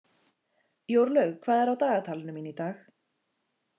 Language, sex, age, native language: Icelandic, female, 30-39, Icelandic